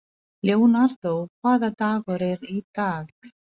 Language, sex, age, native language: Icelandic, female, 40-49, Filipino